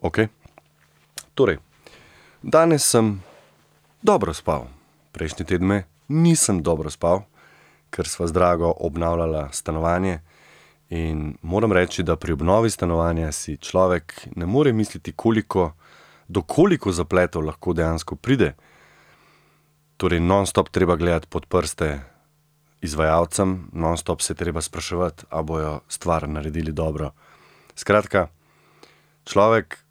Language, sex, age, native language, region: Slovenian, male, 30-49, Slovenian, Central Slovenia